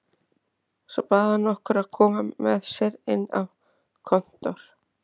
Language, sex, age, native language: Icelandic, female, 30-39, Icelandic